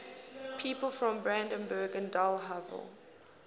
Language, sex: English, female